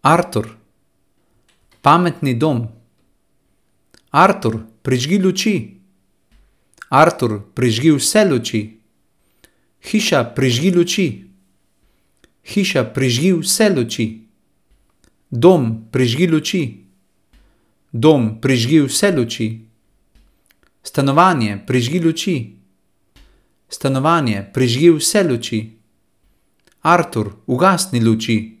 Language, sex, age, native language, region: Slovenian, male, 30-49, Slovenian, Central Slovenia